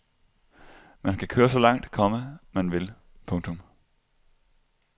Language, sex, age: Danish, male, 25